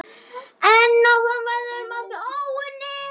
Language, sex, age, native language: Icelandic, male, 9, Icelandic